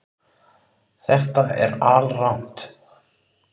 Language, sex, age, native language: Icelandic, male, 30-39, Icelandic